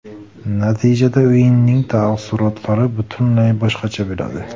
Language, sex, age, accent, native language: Uzbek, male, 18-24, Buxoro, Uzbek